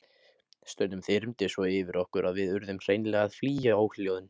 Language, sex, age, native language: Icelandic, male, 18-19, Icelandic